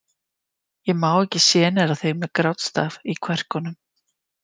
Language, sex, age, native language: Icelandic, female, 50-59, Icelandic